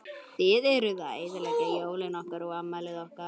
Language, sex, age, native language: Icelandic, male, 11, Icelandic